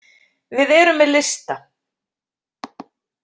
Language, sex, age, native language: Icelandic, female, 50-59, Icelandic